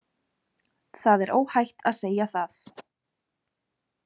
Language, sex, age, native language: Icelandic, female, 20-29, Icelandic